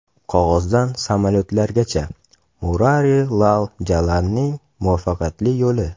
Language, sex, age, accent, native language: Uzbek, male, 18-24, Toshkent shahri, Uzbek